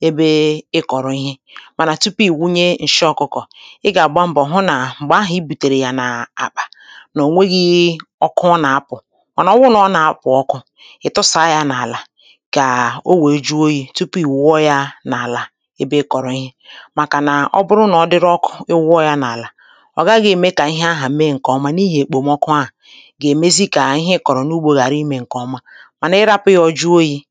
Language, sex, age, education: Igbo, female, 30-45, tertiary